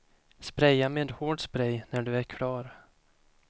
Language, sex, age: Swedish, male, 25